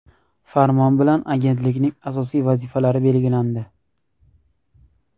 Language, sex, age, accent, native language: Uzbek, male, 18-24, Namangan, Uzbek